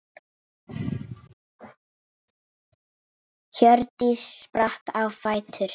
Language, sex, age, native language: Icelandic, female, 8, Icelandic